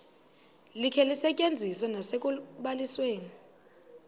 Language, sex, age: Xhosa, female, 22